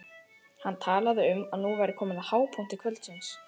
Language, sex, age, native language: Icelandic, female, 12, Icelandic